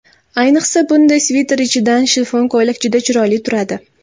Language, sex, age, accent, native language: Uzbek, female, 19-29, Toshkent viloyati, Uzbek